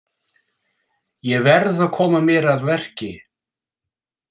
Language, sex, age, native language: Icelandic, male, 60-69, English